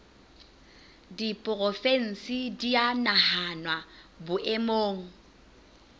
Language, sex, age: Southern Sotho, female, 25